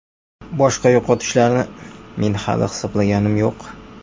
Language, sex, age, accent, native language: Uzbek, male, 25-34, Jizzax, Uzbek